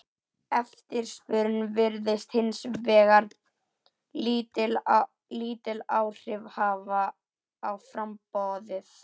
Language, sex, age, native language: Icelandic, female, 11, Icelandic